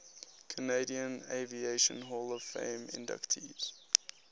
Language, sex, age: English, male, 19